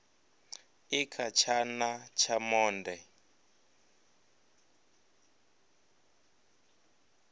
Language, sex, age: Venda, male, 23